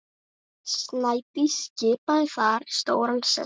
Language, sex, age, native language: Icelandic, male, 8, Icelandic